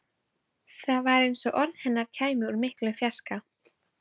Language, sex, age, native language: Icelandic, female, 12, Icelandic